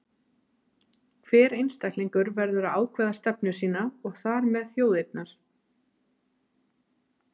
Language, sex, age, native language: Icelandic, female, 30-39, Icelandic